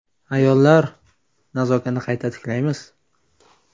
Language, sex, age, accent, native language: Uzbek, male, 18-24, Toshkent viloyati, Uzbek